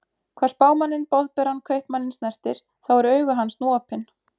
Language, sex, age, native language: Icelandic, female, 20-29, Icelandic